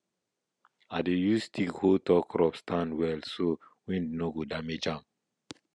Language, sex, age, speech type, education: Nigerian Pidgin, male, 15-29, spontaneous, tertiary